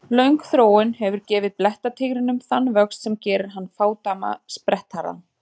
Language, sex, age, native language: Icelandic, female, 30-39, Icelandic